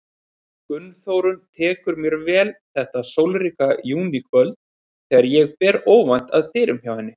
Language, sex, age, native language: Icelandic, male, 30-39, Icelandic